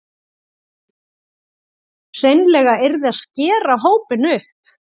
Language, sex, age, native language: Icelandic, female, 40-49, Icelandic